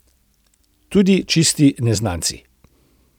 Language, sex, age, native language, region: Slovenian, male, 60+, Slovenian, Central Slovenia